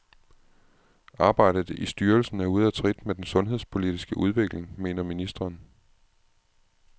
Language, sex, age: Danish, male, 36